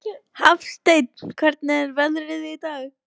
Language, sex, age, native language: Icelandic, female, 14, Icelandic